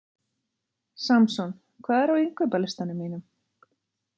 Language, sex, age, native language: Icelandic, female, 40-49, Icelandic